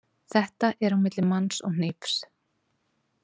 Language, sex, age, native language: Icelandic, female, 40-49, Icelandic